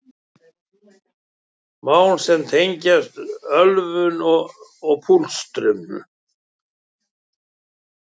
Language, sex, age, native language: Icelandic, male, 70-79, Icelandic